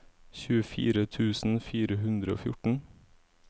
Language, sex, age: Norwegian, male, 17